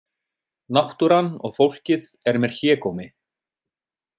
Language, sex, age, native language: Icelandic, male, 30-39, Icelandic